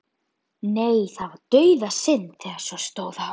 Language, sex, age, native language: Icelandic, female, 12, Icelandic